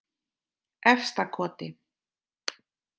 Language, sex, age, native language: Icelandic, female, 30-39, Icelandic